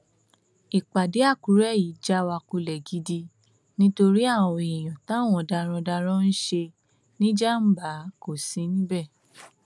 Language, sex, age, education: Yoruba, female, 15-29, tertiary